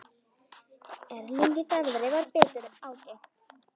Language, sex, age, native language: Icelandic, female, 10, Icelandic